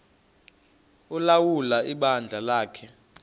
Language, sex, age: Xhosa, male, 28